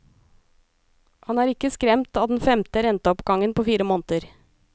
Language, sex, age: Norwegian, female, 37